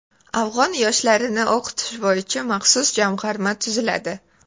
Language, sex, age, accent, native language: Uzbek, female, 18-24, Toshkent shahri, Uzbek